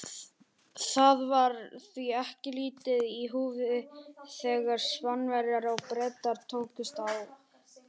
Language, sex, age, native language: Icelandic, male, 18-19, Icelandic